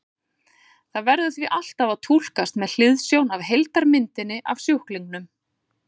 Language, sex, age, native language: Icelandic, female, 40-49, Icelandic